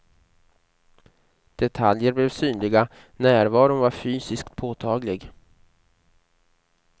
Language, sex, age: Swedish, male, 29